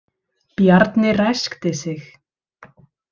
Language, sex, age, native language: Icelandic, female, 30-39, Icelandic